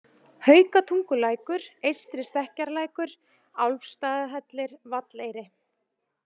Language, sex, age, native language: Icelandic, female, 30-39, Icelandic